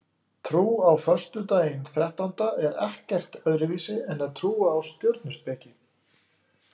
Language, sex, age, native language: Icelandic, male, 40-49, Icelandic